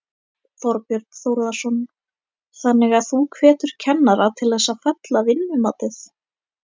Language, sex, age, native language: Icelandic, female, 18-19, Icelandic